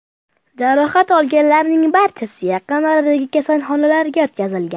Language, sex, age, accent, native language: Uzbek, male, under 19, Farg'ona, Uzbek